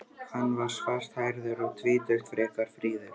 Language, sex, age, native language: Icelandic, male, 13, Icelandic